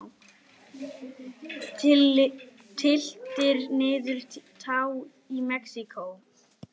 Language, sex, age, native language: Icelandic, male, 10, Icelandic